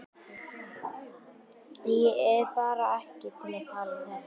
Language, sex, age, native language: Icelandic, female, 11, Icelandic